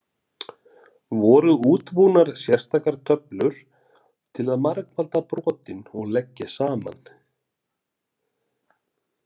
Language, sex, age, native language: Icelandic, male, 40-49, Icelandic